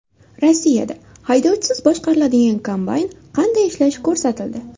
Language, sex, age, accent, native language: Uzbek, female, 19-29, Farg'ona, Uzbek